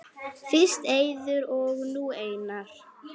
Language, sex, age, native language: Icelandic, female, 9, Icelandic